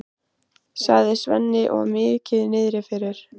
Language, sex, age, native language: Icelandic, female, 15, Icelandic